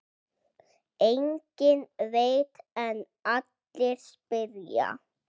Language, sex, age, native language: Icelandic, male, 6, Icelandic